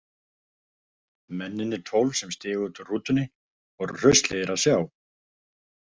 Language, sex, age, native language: Icelandic, male, 50-59, Icelandic